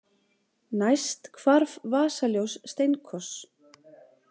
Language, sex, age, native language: Icelandic, female, 40-49, Icelandic